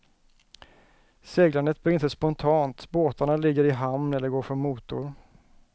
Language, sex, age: Swedish, male, 34